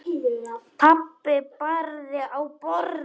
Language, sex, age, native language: Icelandic, male, 10, Polish